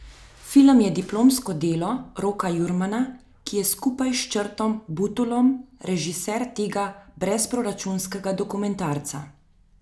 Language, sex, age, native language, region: Slovenian, female, 30-49, Slovenian, Central Slovenia